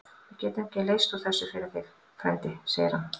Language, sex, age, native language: Icelandic, female, 50-59, Icelandic